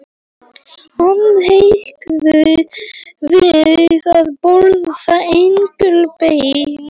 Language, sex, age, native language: Icelandic, male, 18-19, Polish